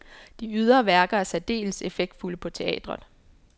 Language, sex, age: Danish, female, 24